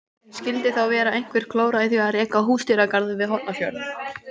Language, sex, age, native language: Icelandic, female, 18-19, Icelandic